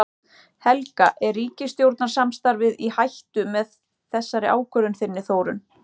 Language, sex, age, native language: Icelandic, male, 14, Icelandic